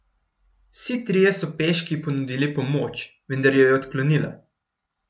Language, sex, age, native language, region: Slovenian, male, 18-29, Slovenian, Gorenjska region